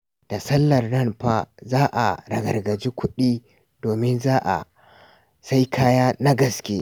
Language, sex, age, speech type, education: Hausa, male, 46-60, read, tertiary